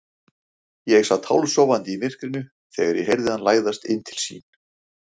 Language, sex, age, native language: Icelandic, male, 40-49, Icelandic